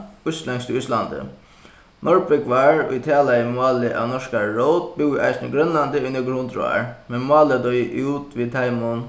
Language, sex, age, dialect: Faroese, male, 15-35, Suðuroy